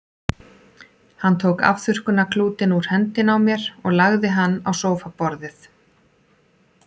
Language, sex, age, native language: Icelandic, female, 40-49, Icelandic